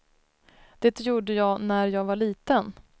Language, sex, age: Swedish, female, 33